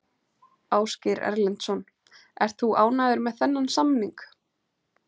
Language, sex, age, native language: Icelandic, female, 30-39, Icelandic